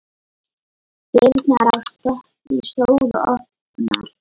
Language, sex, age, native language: Icelandic, female, 9, Lithuanian